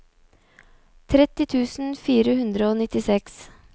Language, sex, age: Norwegian, female, 29